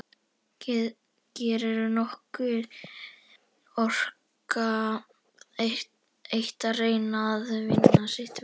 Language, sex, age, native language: Icelandic, female, 11, Icelandic